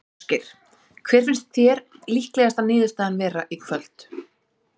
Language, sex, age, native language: Icelandic, female, 30-39, Icelandic